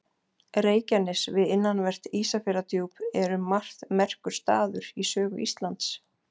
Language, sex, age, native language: Icelandic, female, 40-49, Icelandic